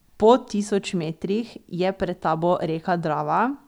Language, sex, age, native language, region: Slovenian, female, 18-29, Slovenian, Drava region